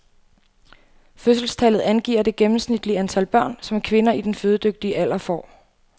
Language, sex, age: Danish, female, 28